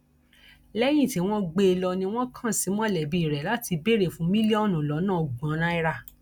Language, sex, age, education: Yoruba, female, 46-60, tertiary